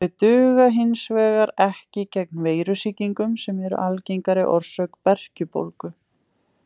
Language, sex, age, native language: Icelandic, female, 20-29, Icelandic